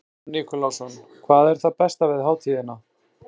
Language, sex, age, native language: Icelandic, male, 40-49, Icelandic